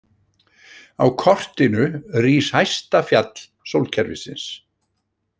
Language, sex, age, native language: Icelandic, male, 60-69, Icelandic